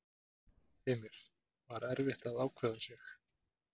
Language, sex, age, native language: Icelandic, male, 30-39, Icelandic